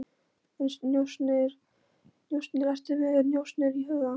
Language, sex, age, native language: Icelandic, female, 13, Polish